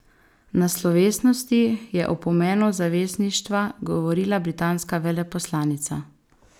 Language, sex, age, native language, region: Slovenian, female, 18-29, Slovenian, Savinja region